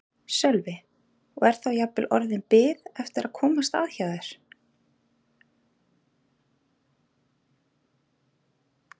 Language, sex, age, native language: Icelandic, female, 30-39, Icelandic